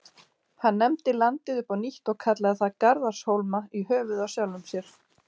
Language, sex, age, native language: Icelandic, female, 40-49, Icelandic